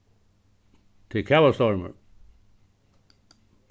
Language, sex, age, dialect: Faroese, male, 61+, Suðuroy